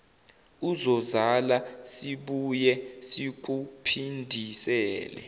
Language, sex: Zulu, male